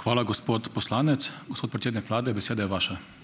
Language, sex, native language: Slovenian, male, Slovenian